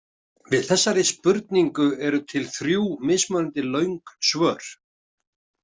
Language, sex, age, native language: Icelandic, male, 50-59, Icelandic